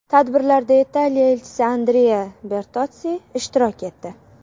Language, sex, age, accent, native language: Uzbek, female, 18-24, Qashqadaryo, Uzbek